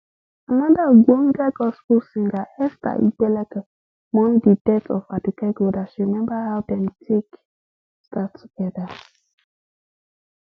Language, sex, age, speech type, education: Nigerian Pidgin, female, 15-29, spontaneous, tertiary